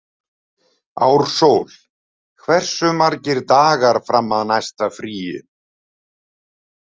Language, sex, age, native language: Icelandic, male, 70-79, Icelandic